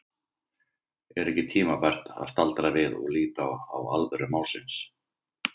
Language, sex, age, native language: Icelandic, male, 50-59, Icelandic